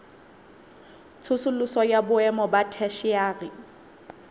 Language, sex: Southern Sotho, female